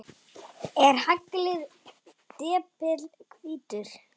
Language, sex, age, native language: Icelandic, female, 9, Icelandic